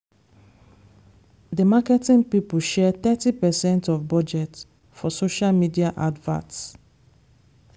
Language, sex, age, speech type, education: Nigerian Pidgin, female, 15-29, spontaneous, secondary